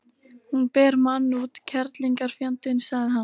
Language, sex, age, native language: Icelandic, female, 13, Icelandic